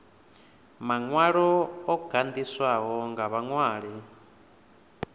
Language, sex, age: Venda, male, 28